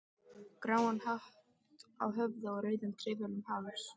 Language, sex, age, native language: Icelandic, female, 13, Icelandic